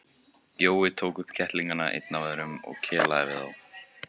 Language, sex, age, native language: Icelandic, male, 18-19, Icelandic